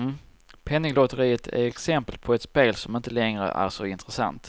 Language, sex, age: Swedish, male, 34